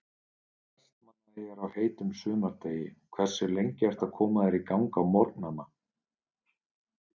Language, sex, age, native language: Icelandic, male, 30-39, Icelandic